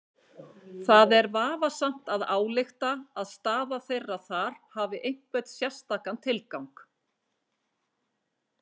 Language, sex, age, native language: Icelandic, female, 50-59, Icelandic